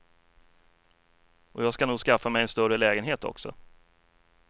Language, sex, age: Swedish, male, 33